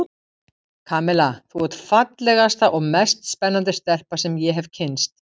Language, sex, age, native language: Icelandic, female, 50-59, Icelandic